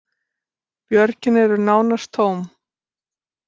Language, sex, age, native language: Icelandic, female, 60-69, Icelandic